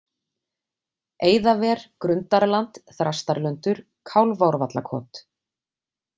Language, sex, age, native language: Icelandic, female, 40-49, Icelandic